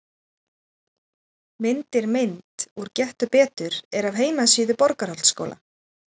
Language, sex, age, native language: Icelandic, female, 30-39, Icelandic